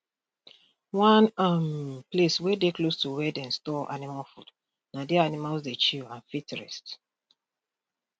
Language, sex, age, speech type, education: Nigerian Pidgin, female, 30-45, spontaneous, tertiary